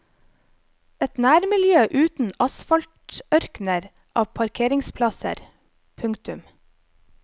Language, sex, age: Norwegian, female, 25